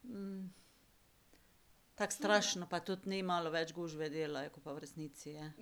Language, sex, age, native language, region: Slovenian, female, 50-59, Slovenian, Carinthia region